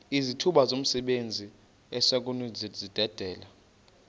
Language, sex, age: Xhosa, male, 28